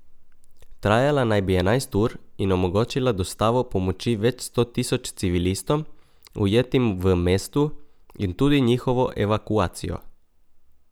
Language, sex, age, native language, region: Slovenian, male, 18-29, Slovenian, Coastal Karst region